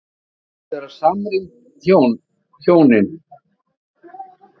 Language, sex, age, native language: Icelandic, male, 50-59, Icelandic